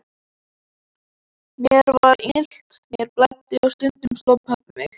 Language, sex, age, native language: Icelandic, male, 14, Icelandic